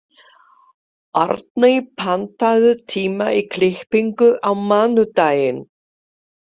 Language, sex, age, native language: Icelandic, female, 50-59, Polish